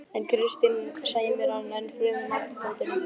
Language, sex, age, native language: Icelandic, male, 11, Icelandic